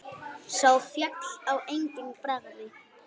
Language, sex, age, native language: Icelandic, female, 8, Icelandic